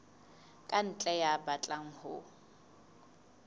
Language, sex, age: Southern Sotho, female, 20